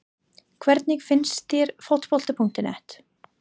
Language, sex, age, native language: Icelandic, female, 30-39, English